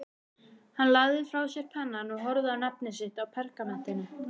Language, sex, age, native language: Icelandic, female, 18-19, Icelandic